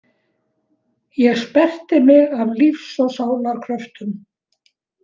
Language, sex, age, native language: Icelandic, female, 70-79, Icelandic